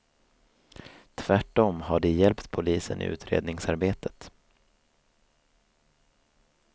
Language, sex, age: Swedish, male, 24